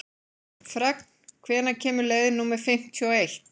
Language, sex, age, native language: Icelandic, female, 40-49, Icelandic